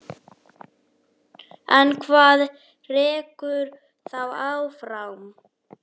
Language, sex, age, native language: Icelandic, female, 9, Icelandic